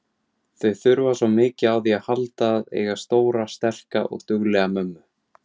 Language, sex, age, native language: Icelandic, male, 17, Icelandic